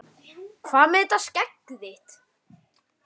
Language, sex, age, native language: Icelandic, male, 9, Icelandic